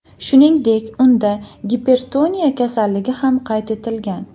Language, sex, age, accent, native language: Uzbek, female, 19-29, Andijon, Uzbek